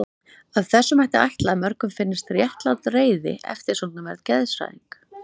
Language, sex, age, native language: Icelandic, female, 30-39, Icelandic